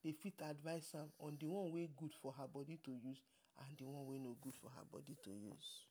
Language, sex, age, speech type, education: Nigerian Pidgin, female, 30-45, spontaneous, tertiary